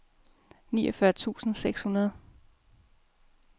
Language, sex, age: Danish, female, 33